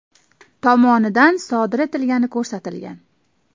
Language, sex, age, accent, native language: Uzbek, female, 18-24, Toshkent viloyati, Uzbek